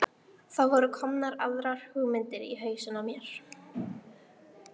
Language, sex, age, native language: Icelandic, female, 13, Icelandic